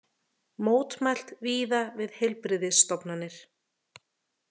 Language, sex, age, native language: Icelandic, female, 30-39, Icelandic